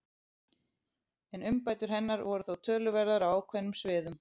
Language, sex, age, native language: Icelandic, female, 30-39, Icelandic